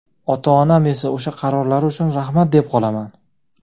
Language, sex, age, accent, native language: Uzbek, male, 25-34, Jizzax, Uzbek